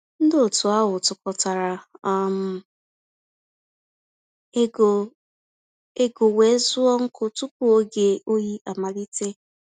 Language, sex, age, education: Igbo, female, 15-29, tertiary